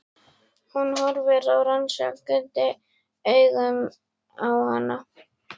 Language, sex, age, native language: Icelandic, female, 11, Icelandic